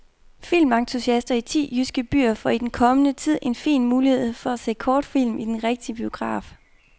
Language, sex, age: Danish, female, 24